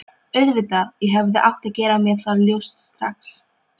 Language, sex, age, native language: Icelandic, female, 12, Polish